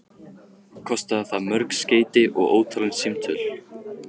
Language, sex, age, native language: Icelandic, male, 15, Icelandic